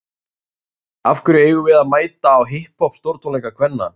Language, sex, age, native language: Icelandic, male, 30-39, Icelandic